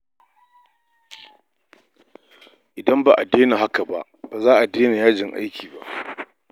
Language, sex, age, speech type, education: Hausa, male, 46-60, read, tertiary